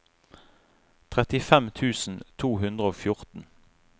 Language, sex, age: Norwegian, male, 35